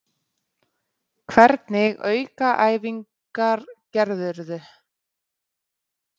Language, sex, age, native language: Icelandic, female, 30-39, Icelandic